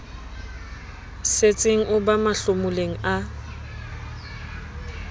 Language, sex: Southern Sotho, female